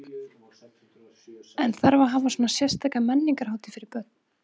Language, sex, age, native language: Icelandic, female, 30-39, Icelandic